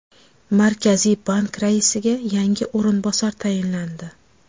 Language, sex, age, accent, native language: Uzbek, female, 25-34, Farg'ona, Uzbek